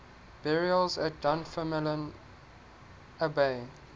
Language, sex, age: English, male, 19